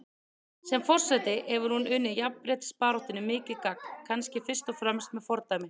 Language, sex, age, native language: Icelandic, female, 30-39, Icelandic